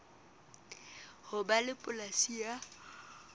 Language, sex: Southern Sotho, female